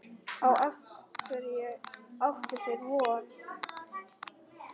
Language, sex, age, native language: Icelandic, female, 10, Icelandic